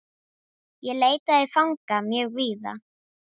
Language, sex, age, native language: Icelandic, female, 10, Icelandic